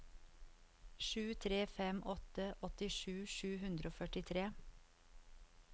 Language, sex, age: Norwegian, female, 54